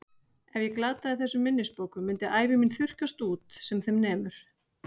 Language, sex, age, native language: Icelandic, female, 40-49, Icelandic